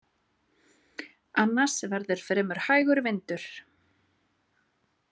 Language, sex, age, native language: Icelandic, female, 30-39, Icelandic